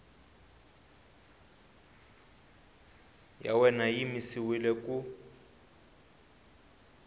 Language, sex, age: Tsonga, male, 20